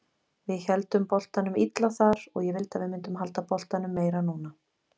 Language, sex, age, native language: Icelandic, female, 20-29, Icelandic